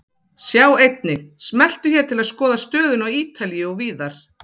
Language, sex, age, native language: Icelandic, female, 40-49, Icelandic